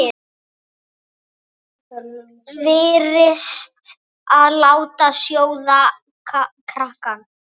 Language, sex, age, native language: Icelandic, female, 9, Icelandic